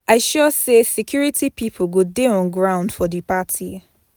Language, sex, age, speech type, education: Nigerian Pidgin, female, 15-29, spontaneous, tertiary